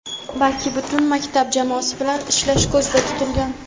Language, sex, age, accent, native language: Uzbek, female, 18-24, Samarqand, Uzbek